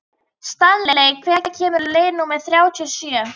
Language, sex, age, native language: Icelandic, female, 13, Icelandic